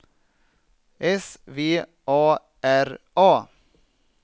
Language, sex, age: Swedish, male, 27